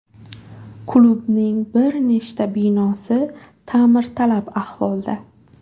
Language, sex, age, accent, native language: Uzbek, female, 18-24, Buxoro, Uzbek